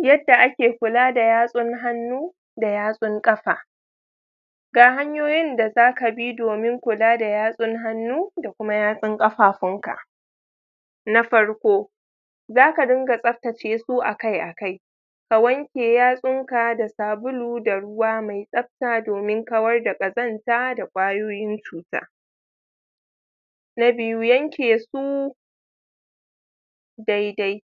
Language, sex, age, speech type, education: Hausa, female, 30-45, spontaneous, tertiary